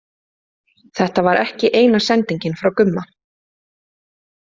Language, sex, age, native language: Icelandic, female, 30-39, Icelandic